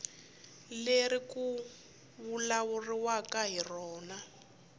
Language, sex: Tsonga, female